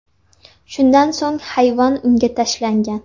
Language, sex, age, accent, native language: Uzbek, female, 19-29, Namangan, Uzbek